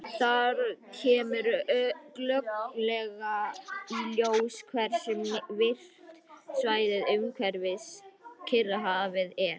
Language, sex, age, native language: Icelandic, female, 50-59, Icelandic